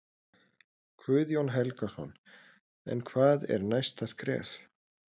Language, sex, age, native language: Icelandic, male, 30-39, Icelandic